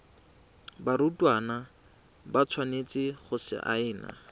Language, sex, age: Tswana, male, 20